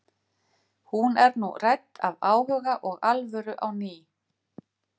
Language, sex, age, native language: Icelandic, female, 50-59, Icelandic